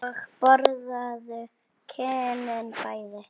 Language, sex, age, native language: Icelandic, female, 9, Icelandic